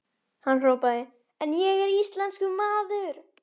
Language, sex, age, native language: Icelandic, male, 12, Icelandic